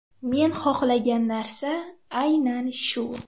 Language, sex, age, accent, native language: Uzbek, female, 12-17, Farg'ona, Uzbek